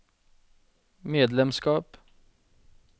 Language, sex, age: Norwegian, male, 40